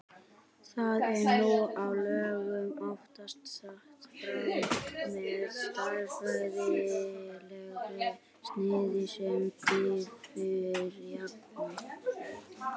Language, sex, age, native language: Icelandic, female, 60-69, Icelandic